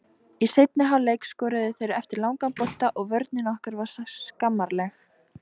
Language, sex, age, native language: Icelandic, female, 18-19, Icelandic